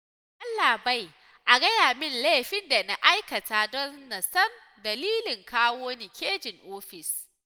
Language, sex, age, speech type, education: Hausa, female, 15-29, spontaneous, tertiary